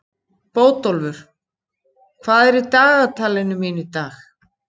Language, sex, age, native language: Icelandic, female, 50-59, Icelandic